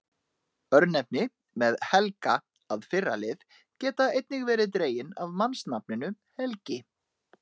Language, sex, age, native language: Icelandic, male, 30-39, Icelandic